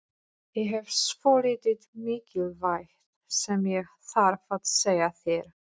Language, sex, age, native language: Icelandic, female, 40-49, Polish